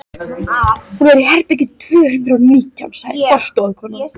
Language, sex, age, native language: Icelandic, female, 13, Icelandic